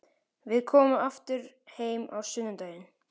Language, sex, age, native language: Icelandic, male, 12, Icelandic